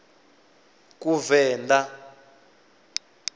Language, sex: Venda, male